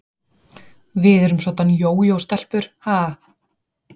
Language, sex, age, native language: Icelandic, female, 40-49, Icelandic